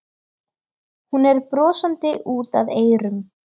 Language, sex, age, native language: Icelandic, female, 13, Icelandic